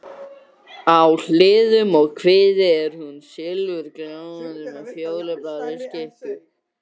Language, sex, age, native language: Icelandic, other, 60-69, Icelandic